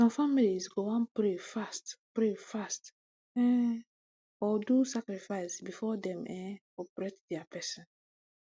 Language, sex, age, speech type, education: Nigerian Pidgin, female, 15-29, spontaneous, tertiary